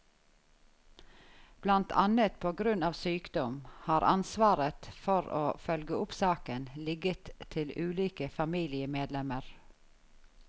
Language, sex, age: Norwegian, female, 51